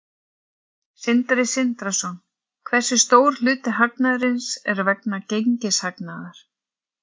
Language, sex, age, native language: Icelandic, female, 40-49, Icelandic